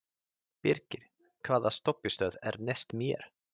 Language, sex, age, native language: Icelandic, male, 30-39, Icelandic